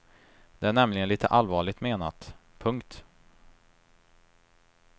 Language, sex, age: Swedish, male, 23